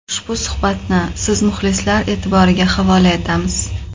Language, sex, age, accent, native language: Uzbek, female, 25-34, Qoraqalpog'iston, Uzbek